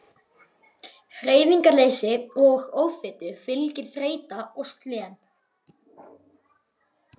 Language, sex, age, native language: Icelandic, male, 11, Icelandic